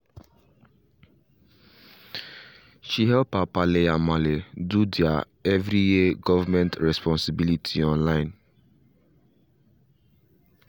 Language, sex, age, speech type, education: Nigerian Pidgin, male, 15-29, spontaneous, tertiary